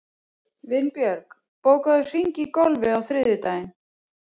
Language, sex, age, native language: Icelandic, female, 40-49, Icelandic